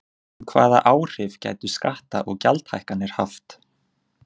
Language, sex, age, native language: Icelandic, male, 20-29, Icelandic